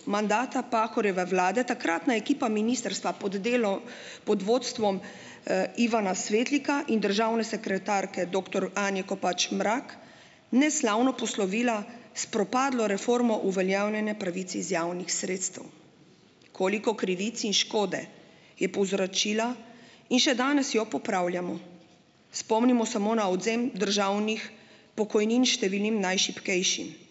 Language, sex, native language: Slovenian, female, Slovenian